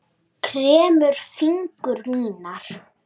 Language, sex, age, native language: Icelandic, female, 9, Icelandic